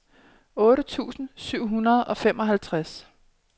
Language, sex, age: Danish, female, 27